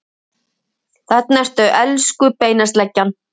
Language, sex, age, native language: Icelandic, female, 50-59, Icelandic